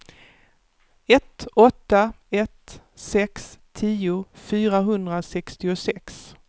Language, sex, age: Swedish, female, 48